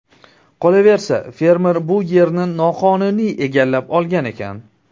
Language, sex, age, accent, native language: Uzbek, male, 19-29, Surxondaryo, Uzbek